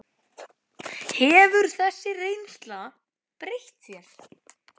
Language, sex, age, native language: Icelandic, female, 7, Icelandic